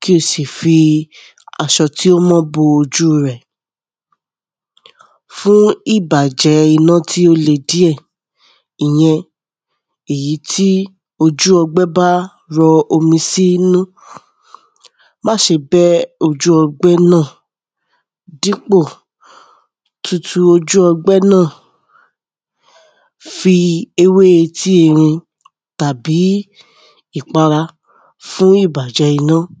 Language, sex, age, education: Yoruba, female, 30-45, tertiary